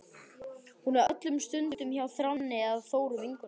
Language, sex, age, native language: Icelandic, male, 12, Icelandic